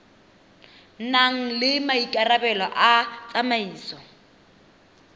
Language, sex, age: Tswana, female, 23